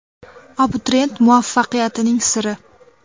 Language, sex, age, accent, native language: Uzbek, female, under 19, Toshkent viloyati, Uzbek